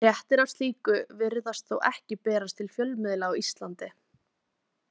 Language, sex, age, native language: Icelandic, female, 20-29, Icelandic